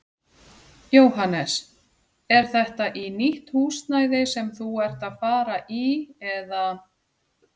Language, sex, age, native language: Icelandic, female, 40-49, Icelandic